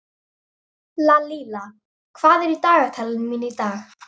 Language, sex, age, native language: Icelandic, female, 13, Icelandic